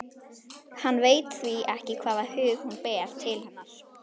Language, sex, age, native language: Icelandic, female, 11, Icelandic